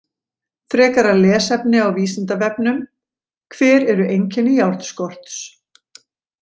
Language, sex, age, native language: Icelandic, female, 40-49, Icelandic